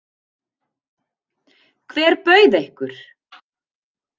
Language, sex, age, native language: Icelandic, female, 40-49, Icelandic